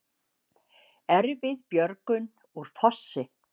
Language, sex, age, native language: Icelandic, female, 60-69, Icelandic